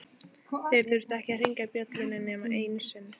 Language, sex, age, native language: Icelandic, female, 14, Icelandic